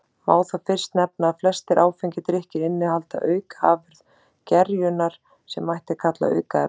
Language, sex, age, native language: Icelandic, female, 30-39, Icelandic